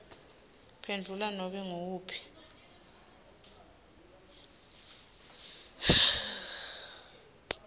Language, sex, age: Swati, female, 20